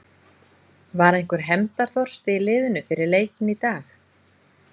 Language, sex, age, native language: Icelandic, female, 20-29, Icelandic